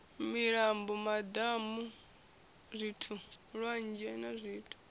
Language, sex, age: Venda, female, 21